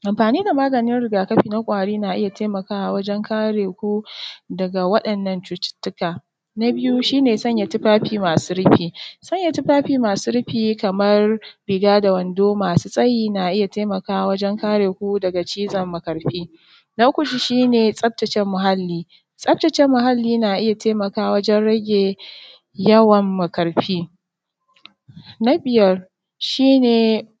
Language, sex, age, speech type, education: Hausa, female, 30-45, spontaneous, tertiary